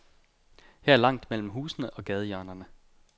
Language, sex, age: Danish, male, 29